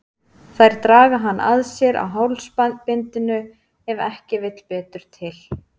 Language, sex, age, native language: Icelandic, female, 30-39, Icelandic